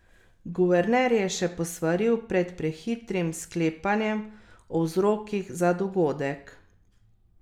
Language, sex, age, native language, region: Slovenian, female, 30-49, Slovenian, Carinthia region